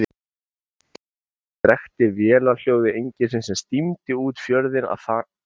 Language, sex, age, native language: Icelandic, male, 30-39, Icelandic